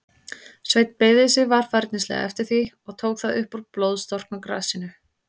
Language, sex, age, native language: Icelandic, female, 30-39, Icelandic